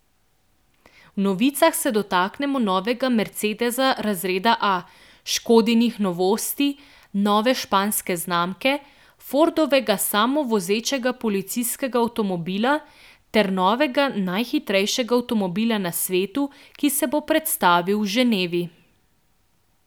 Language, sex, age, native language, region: Slovenian, female, 18-29, Slovenian, Central Slovenia